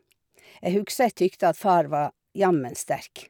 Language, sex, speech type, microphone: Norwegian, female, spontaneous, Shure